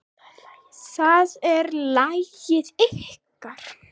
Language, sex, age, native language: Icelandic, female, 6, Icelandic